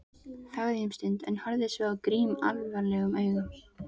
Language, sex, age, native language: Icelandic, female, 13, Icelandic